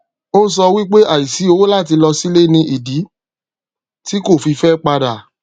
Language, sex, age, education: Yoruba, male, 30-45, tertiary